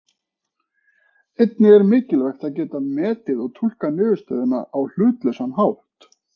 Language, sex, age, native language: Icelandic, male, 40-49, Icelandic